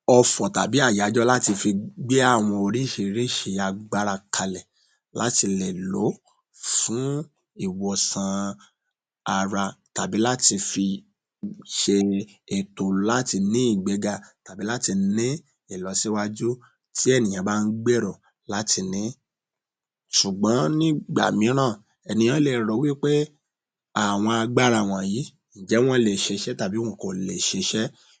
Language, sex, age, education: Yoruba, male, 30-45, tertiary